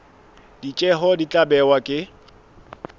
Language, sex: Southern Sotho, male